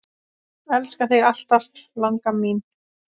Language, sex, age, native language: Icelandic, female, 10, Icelandic